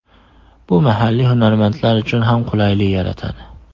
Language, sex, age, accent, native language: Uzbek, male, 18-24, Andijon, Uzbek